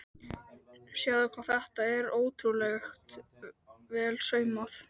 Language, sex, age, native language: Icelandic, male, 12, Icelandic